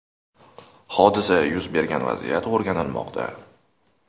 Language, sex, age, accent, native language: Uzbek, male, 19-29, Toshkent shahri, Uzbek